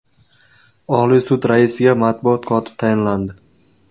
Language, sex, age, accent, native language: Uzbek, male, 25-34, Qashqadaryo, Uzbek